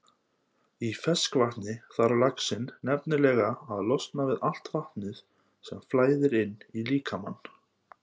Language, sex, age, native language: Icelandic, male, 30-39, Icelandic